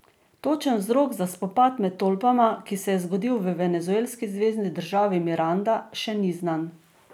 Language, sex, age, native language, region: Slovenian, female, 50-59, Slovenian, Drava region